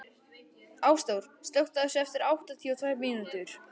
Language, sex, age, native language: Icelandic, male, 11, Icelandic